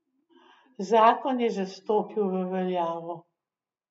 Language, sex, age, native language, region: Slovenian, female, 60+, Slovenian, Gorenjska region